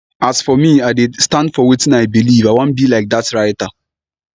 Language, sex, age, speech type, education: Nigerian Pidgin, male, 15-29, spontaneous, tertiary